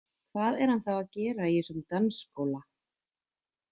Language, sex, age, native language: Icelandic, female, 20-29, Icelandic